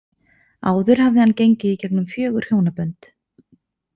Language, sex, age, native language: Icelandic, female, 20-29, Icelandic